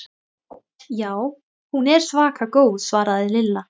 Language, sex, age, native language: Icelandic, female, 20-29, Thai